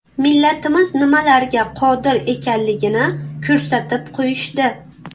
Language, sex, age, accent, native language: Uzbek, female, 18-24, Buxoro, Uzbek